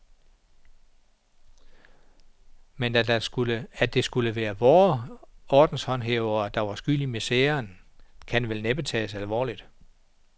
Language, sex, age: Danish, male, 49